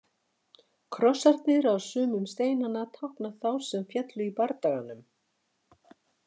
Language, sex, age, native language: Icelandic, female, 60-69, Icelandic